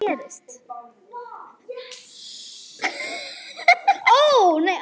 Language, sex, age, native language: Icelandic, female, 8, Icelandic